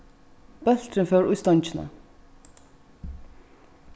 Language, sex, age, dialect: Faroese, female, 15-35, Vágar